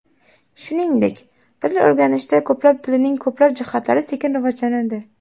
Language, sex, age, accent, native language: Uzbek, female, 18-24, Namangan, Uzbek